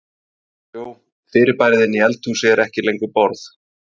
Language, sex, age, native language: Icelandic, male, 30-39, Icelandic